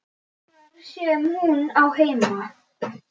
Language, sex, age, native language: Icelandic, male, 10, Icelandic